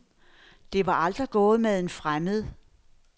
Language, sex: Danish, female